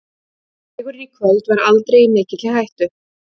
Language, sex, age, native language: Icelandic, female, 30-39, Icelandic